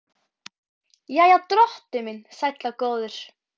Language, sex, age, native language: Icelandic, female, 12, Icelandic